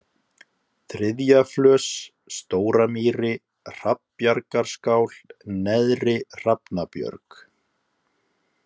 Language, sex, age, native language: Icelandic, male, 30-39, Icelandic